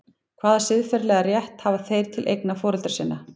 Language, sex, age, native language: Icelandic, female, 40-49, Icelandic